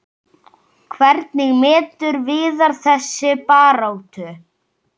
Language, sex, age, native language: Icelandic, male, 7, Icelandic